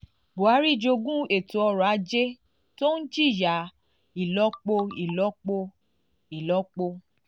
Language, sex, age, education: Yoruba, female, 30-45, tertiary